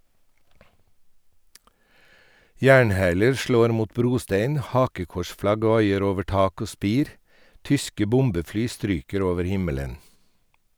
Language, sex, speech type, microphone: Norwegian, male, read, Sennheiser